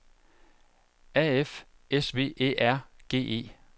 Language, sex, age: Danish, male, 41